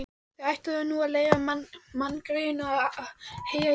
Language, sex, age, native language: Icelandic, female, 14, Icelandic